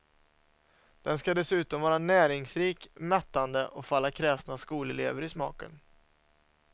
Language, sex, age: Swedish, male, 27